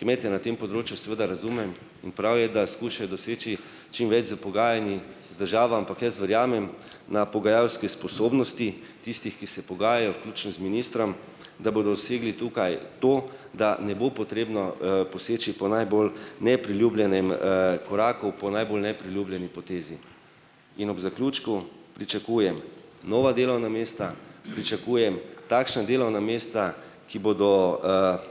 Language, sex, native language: Slovenian, male, Slovenian